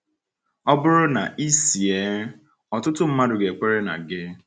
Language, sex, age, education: Igbo, male, 15-29, tertiary